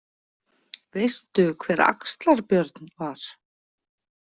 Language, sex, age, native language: Icelandic, female, 40-49, Icelandic